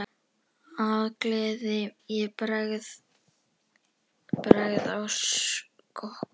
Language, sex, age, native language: Icelandic, female, 11, Icelandic